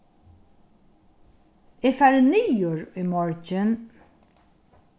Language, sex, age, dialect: Faroese, female, 61+, Norðurstreymoy/Eysturoy